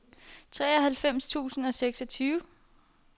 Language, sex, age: Danish, female, 21